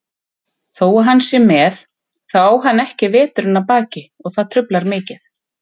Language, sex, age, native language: Icelandic, female, 30-39, Icelandic